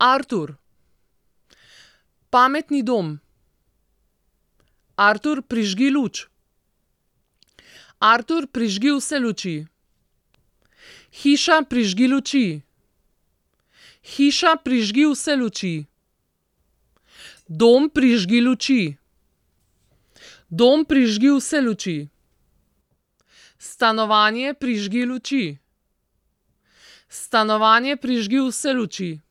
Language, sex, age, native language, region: Slovenian, female, 30-49, Slovenian, Southeast Slovenia